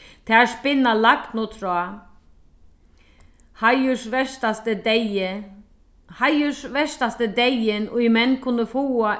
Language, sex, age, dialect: Faroese, female, 36-60, Sandoy